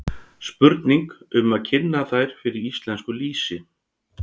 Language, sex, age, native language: Icelandic, male, 60-69, Icelandic